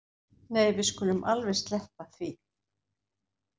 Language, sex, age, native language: Icelandic, female, 60-69, Icelandic